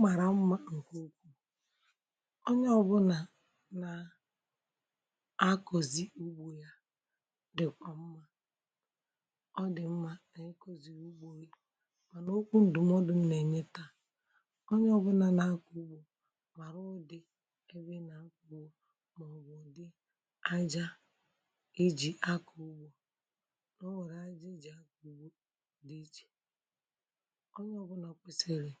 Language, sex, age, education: Igbo, female, 30-45, tertiary